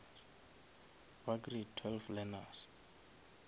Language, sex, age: Northern Sotho, male, 23